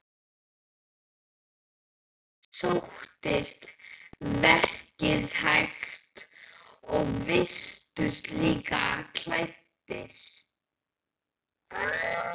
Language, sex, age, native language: Icelandic, male, 11, Icelandic